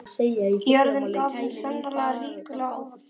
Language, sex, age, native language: Icelandic, male, 12, Icelandic